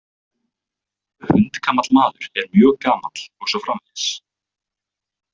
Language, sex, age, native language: Icelandic, male, 20-29, Icelandic